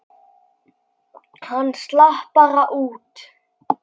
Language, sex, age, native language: Icelandic, male, 10, Icelandic